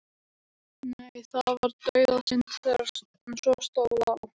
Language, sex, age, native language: Icelandic, male, 12, Icelandic